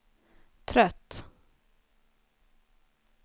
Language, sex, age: Swedish, female, 29